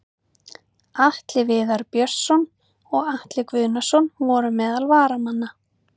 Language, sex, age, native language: Icelandic, female, 30-39, Icelandic